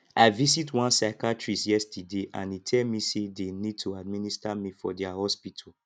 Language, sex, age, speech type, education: Nigerian Pidgin, male, 15-29, spontaneous, tertiary